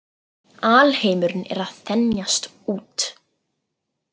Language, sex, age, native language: Icelandic, female, 40-49, Icelandic